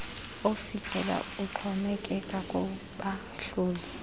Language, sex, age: Xhosa, female, 26